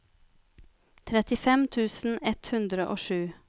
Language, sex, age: Norwegian, female, 33